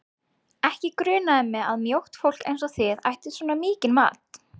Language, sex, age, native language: Icelandic, female, 20-29, Icelandic